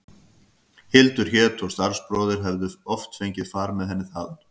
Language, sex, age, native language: Icelandic, male, 50-59, Icelandic